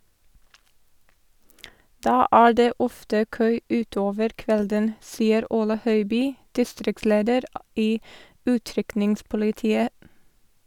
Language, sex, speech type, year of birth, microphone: Norwegian, female, read, 1987, Sennheiser